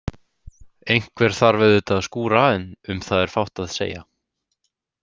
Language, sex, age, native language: Icelandic, male, 18-19, Icelandic